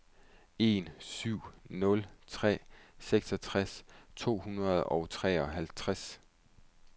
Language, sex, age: Danish, male, 31